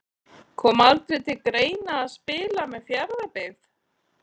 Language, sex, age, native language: Icelandic, female, 40-49, Icelandic